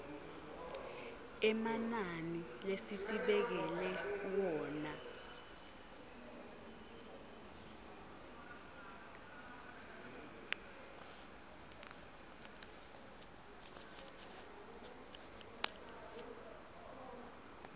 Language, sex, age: Swati, female, 22